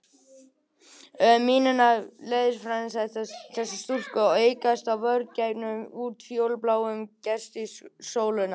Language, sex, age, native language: Icelandic, male, 18-19, Icelandic